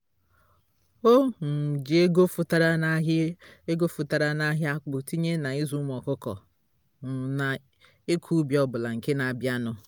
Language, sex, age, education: Igbo, female, 30-45, tertiary